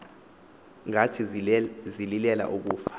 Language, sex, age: Xhosa, male, 24